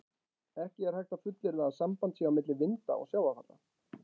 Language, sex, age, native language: Icelandic, male, 40-49, Icelandic